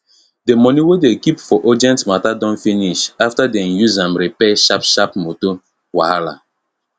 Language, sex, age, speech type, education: Nigerian Pidgin, male, 30-45, spontaneous, tertiary